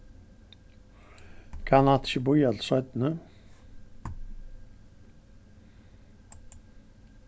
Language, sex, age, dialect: Faroese, male, 61+, Norðurstreymoy/Eysturoy